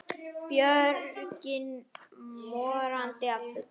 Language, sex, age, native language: Icelandic, female, 10, Icelandic